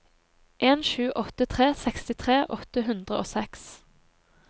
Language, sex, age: Norwegian, female, 23